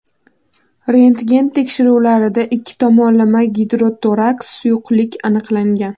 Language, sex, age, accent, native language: Uzbek, female, under 19, Toshkent shahri, Uzbek